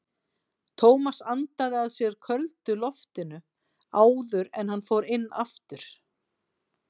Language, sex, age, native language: Icelandic, female, 40-49, Icelandic